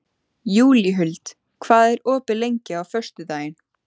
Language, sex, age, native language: Icelandic, female, 14, Icelandic